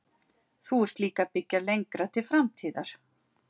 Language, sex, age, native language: Icelandic, female, 40-49, Icelandic